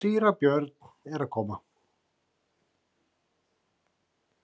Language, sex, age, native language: Icelandic, male, 40-49, Icelandic